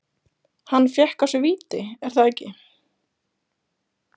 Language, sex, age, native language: Icelandic, female, 20-29, Icelandic